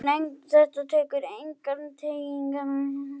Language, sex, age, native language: Icelandic, other, 11, Icelandic